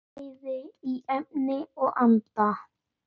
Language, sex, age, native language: Icelandic, male, 10, Icelandic